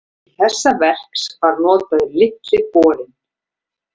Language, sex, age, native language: Icelandic, female, 50-59, Icelandic